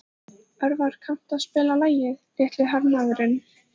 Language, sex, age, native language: Icelandic, female, 14, Icelandic